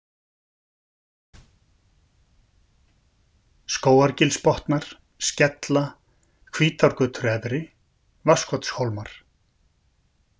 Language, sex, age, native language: Icelandic, male, 50-59, Icelandic